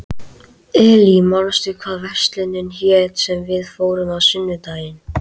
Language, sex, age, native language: Icelandic, male, 13, Icelandic